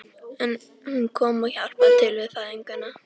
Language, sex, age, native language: Icelandic, female, 13, Icelandic